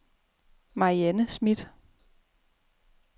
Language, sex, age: Danish, female, 33